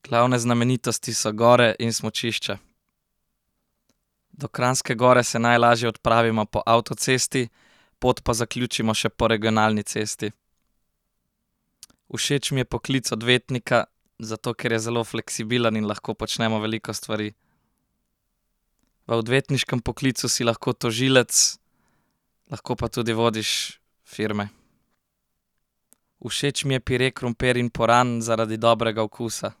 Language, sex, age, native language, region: Slovenian, male, 18-29, Slovenian, Central Slovenia